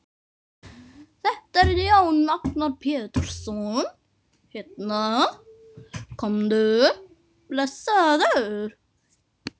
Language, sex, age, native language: Icelandic, female, 18-19, Norwegian